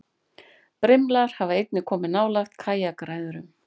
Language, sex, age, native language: Icelandic, female, 40-49, Icelandic